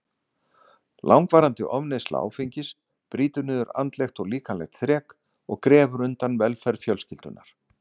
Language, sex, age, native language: Icelandic, male, 60-69, Icelandic